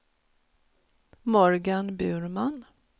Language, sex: Swedish, female